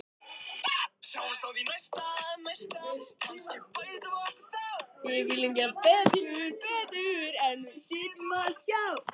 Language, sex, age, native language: Icelandic, male, 13, Icelandic